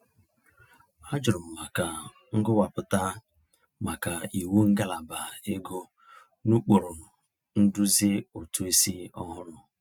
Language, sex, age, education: Igbo, male, 30-45, tertiary